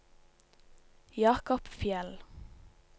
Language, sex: Norwegian, female